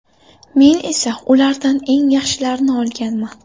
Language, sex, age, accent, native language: Uzbek, female, 18-24, Buxoro, Uzbek